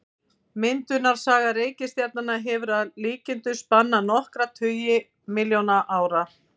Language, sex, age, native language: Icelandic, female, 50-59, Icelandic